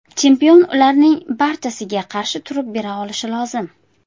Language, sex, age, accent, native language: Uzbek, female, 25-34, Qashqadaryo, Uzbek